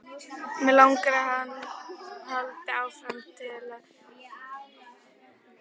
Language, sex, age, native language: Icelandic, female, 11, Icelandic